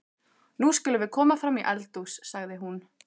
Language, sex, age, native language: Icelandic, female, 15, Icelandic